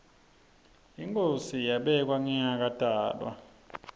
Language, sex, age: Swati, male, 26